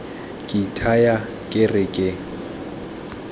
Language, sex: Tswana, male